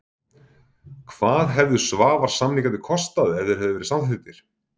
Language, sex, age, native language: Icelandic, male, 40-49, Icelandic